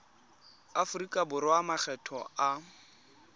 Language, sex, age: Tswana, male, 23